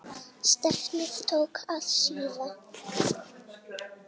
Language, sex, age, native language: Icelandic, female, 8, Icelandic